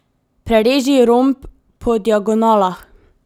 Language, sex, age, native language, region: Slovenian, female, 18-29, Slovenian, Drava region